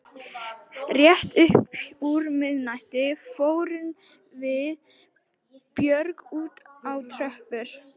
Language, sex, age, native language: Icelandic, female, 18-19, Icelandic